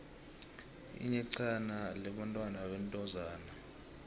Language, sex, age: South Ndebele, male, 20